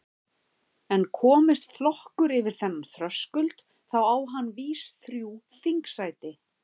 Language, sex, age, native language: Icelandic, female, 50-59, Icelandic